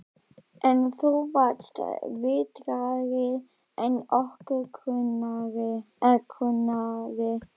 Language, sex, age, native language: Icelandic, female, 12, Icelandic